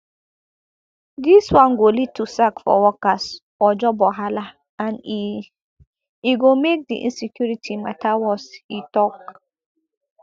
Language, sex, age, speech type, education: Nigerian Pidgin, female, 15-29, spontaneous, tertiary